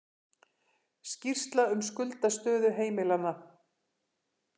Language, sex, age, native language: Icelandic, female, 50-59, Icelandic